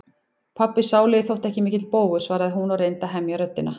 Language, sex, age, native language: Icelandic, female, 40-49, Icelandic